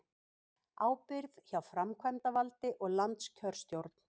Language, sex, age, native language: Icelandic, female, 50-59, Icelandic